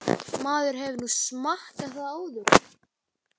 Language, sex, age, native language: Icelandic, male, 12, Icelandic